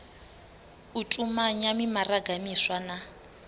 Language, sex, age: Venda, female, 25